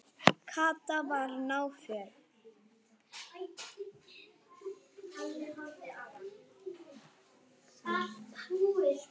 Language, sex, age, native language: Icelandic, female, 9, Icelandic